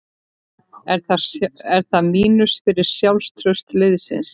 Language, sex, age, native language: Icelandic, female, 13, Icelandic